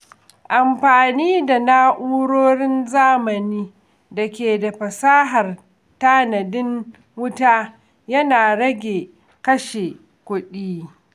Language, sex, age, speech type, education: Hausa, female, 46-60, read, secondary